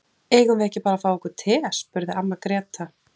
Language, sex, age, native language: Icelandic, female, 40-49, Icelandic